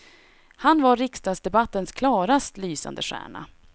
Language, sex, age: Swedish, female, 26